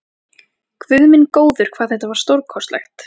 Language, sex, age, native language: Icelandic, female, 14, Icelandic